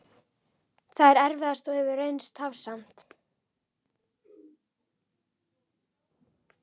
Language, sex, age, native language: Icelandic, female, 11, Icelandic